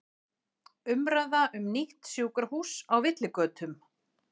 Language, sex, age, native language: Icelandic, female, 40-49, Icelandic